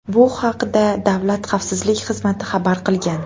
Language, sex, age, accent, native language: Uzbek, female, 18-24, Namangan, Uzbek